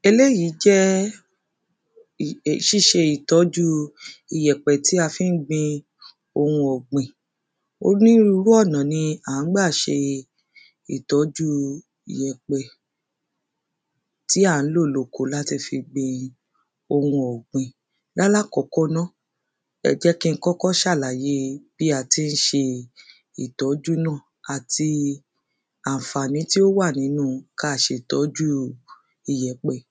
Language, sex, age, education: Yoruba, female, 30-45, secondary